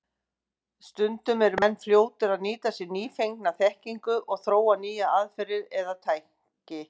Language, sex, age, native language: Icelandic, female, 50-59, Icelandic